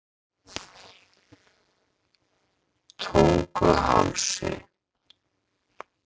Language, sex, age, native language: Icelandic, male, 30-39, Icelandic